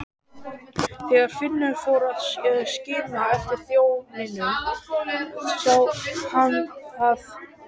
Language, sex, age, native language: Icelandic, male, 12, Icelandic